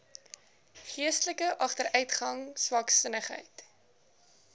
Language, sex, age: Afrikaans, female, 19